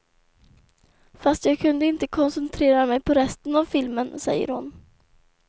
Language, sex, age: Swedish, female, 24